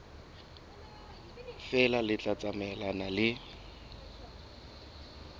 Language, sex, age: Southern Sotho, male, 21